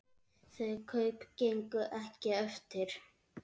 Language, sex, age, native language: Icelandic, male, 8, Icelandic